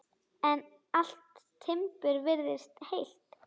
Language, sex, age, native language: Icelandic, female, 10, Icelandic